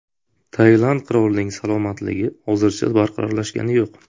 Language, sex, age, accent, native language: Uzbek, male, 25-34, Buxoro, Uzbek